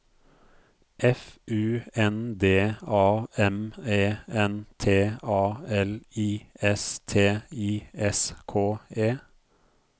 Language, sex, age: Norwegian, male, 42